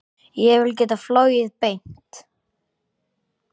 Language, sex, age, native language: Icelandic, male, 8, Icelandic